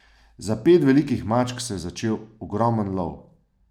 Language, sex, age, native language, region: Slovenian, male, 30-49, Slovenian, Savinja region